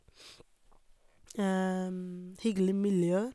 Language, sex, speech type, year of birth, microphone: Norwegian, female, spontaneous, 1988, Sennheiser